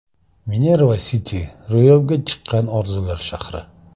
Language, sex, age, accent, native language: Uzbek, male, 25-34, Samarqand, Uzbek